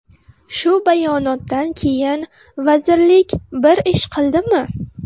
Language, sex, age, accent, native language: Uzbek, female, 12-17, Qoraqalpog'iston, Uzbek